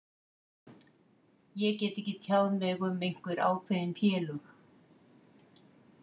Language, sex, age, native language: Icelandic, female, 50-59, Icelandic